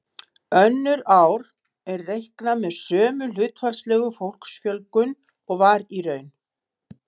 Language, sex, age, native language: Icelandic, female, 70-79, Icelandic